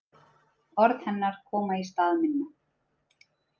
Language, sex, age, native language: Icelandic, female, 30-39, Icelandic